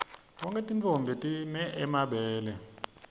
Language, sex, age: Swati, male, 26